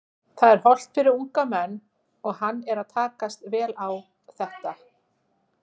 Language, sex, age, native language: Icelandic, female, 40-49, Icelandic